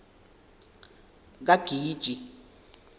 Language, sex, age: South Ndebele, male, 21